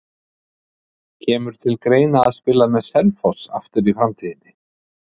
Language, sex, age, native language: Icelandic, male, 50-59, Icelandic